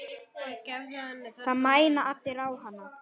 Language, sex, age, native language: Icelandic, male, 9, Icelandic